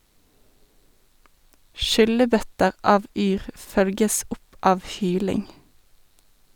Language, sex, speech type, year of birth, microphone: Norwegian, female, read, 1991, Sennheiser